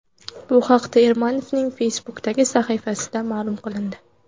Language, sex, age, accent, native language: Uzbek, female, 18-24, Andijon, Uzbek